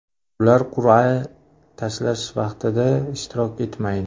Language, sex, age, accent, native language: Uzbek, male, 25-34, Andijon, Uzbek